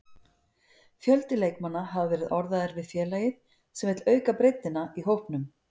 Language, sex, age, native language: Icelandic, female, 50-59, Icelandic